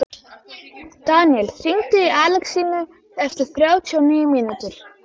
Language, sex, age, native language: Icelandic, female, 13, Icelandic